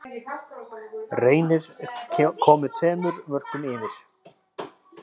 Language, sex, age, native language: Icelandic, male, 30-39, Icelandic